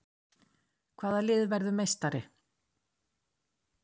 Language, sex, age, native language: Icelandic, female, 60-69, Icelandic